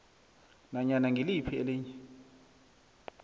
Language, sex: South Ndebele, male